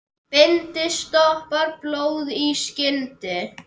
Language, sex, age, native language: Icelandic, male, 10, Icelandic